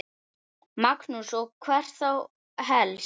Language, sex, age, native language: Icelandic, male, 9, Icelandic